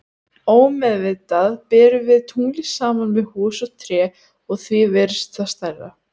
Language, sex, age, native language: Icelandic, female, 18-19, Icelandic